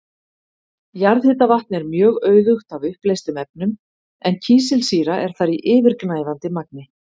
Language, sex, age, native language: Icelandic, female, 50-59, Icelandic